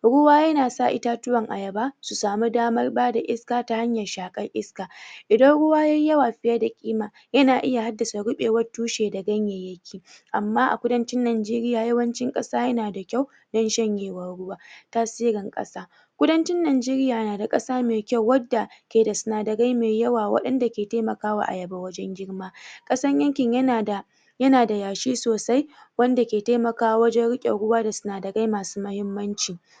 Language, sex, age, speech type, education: Hausa, female, 46-60, spontaneous, tertiary